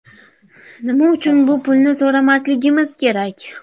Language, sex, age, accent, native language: Uzbek, female, 19-29, Toshkent viloyati, Uzbek